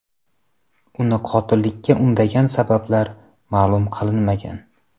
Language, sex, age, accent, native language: Uzbek, male, 25-34, Samarqand, Uzbek